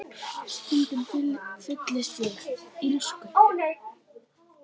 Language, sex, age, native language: Icelandic, female, 10, Icelandic